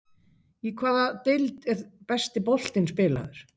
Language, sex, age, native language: Icelandic, female, 50-59, Icelandic